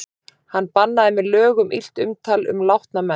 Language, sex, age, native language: Icelandic, male, 30-39, Icelandic